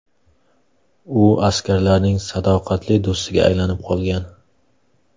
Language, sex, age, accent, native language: Uzbek, male, 18-24, Samarqand, Uzbek